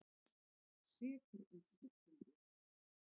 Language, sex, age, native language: Icelandic, female, 30-39, Icelandic